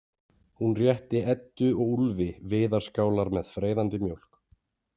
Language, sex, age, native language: Icelandic, male, 40-49, Icelandic